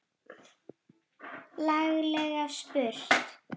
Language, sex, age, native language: Icelandic, female, 9, Icelandic